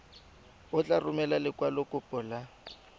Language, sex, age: Tswana, male, 20